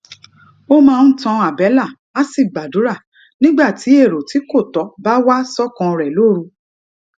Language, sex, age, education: Yoruba, female, 30-45, tertiary